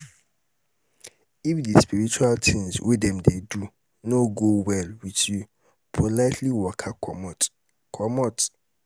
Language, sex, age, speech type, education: Nigerian Pidgin, male, 30-45, spontaneous, tertiary